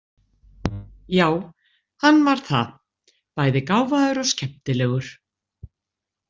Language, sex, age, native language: Icelandic, female, 60-69, Icelandic